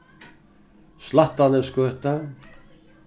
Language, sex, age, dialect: Faroese, male, 61+, Norðurstreymoy/Eysturoy